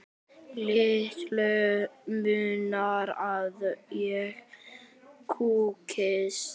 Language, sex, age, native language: Icelandic, male, 10, Icelandic